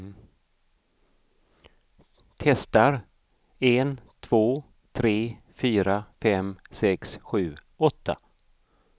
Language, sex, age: Swedish, male, 55